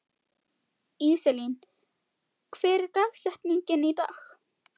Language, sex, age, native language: Icelandic, female, 12, Icelandic